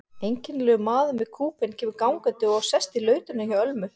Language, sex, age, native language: Icelandic, female, 40-49, Icelandic